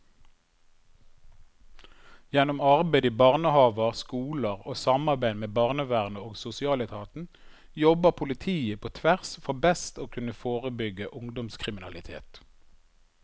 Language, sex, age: Norwegian, male, 51